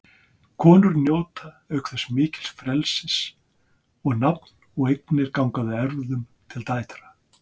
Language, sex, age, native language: Icelandic, male, 60-69, Icelandic